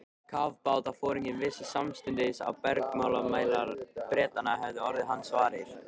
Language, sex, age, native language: Icelandic, male, 13, Icelandic